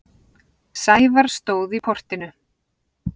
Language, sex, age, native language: Icelandic, female, 40-49, Icelandic